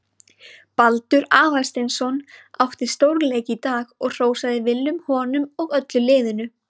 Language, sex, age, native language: Icelandic, female, 20-29, Icelandic